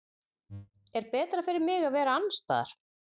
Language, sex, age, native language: Icelandic, female, 40-49, Icelandic